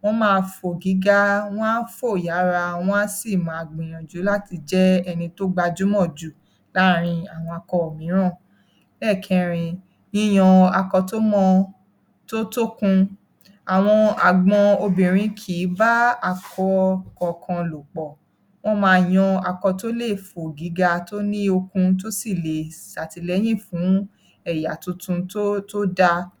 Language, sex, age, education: Yoruba, female, 30-45, tertiary